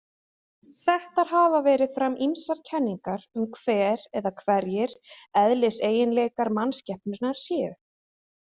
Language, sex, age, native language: Icelandic, female, 20-29, Icelandic